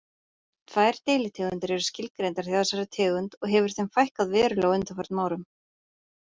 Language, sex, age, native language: Icelandic, female, 30-39, Icelandic